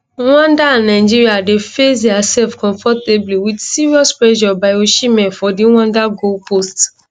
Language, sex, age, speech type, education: Nigerian Pidgin, female, 15-29, spontaneous, tertiary